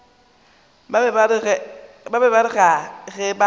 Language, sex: Northern Sotho, female